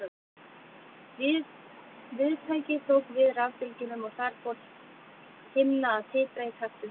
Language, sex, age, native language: Icelandic, female, 30-39, Icelandic